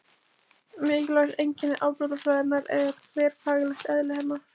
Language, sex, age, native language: Icelandic, female, 20-29, Icelandic